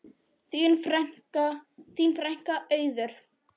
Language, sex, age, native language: Icelandic, female, 10, Polish